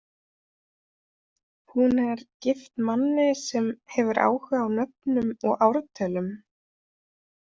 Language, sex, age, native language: Icelandic, female, 30-39, Icelandic